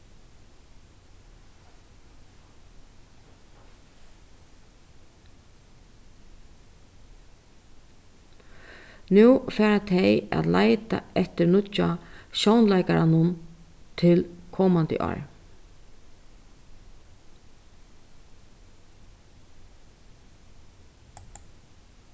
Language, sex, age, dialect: Faroese, female, 36-60, Suðurstreymoy